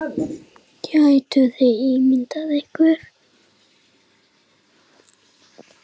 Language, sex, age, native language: Icelandic, male, 7, Icelandic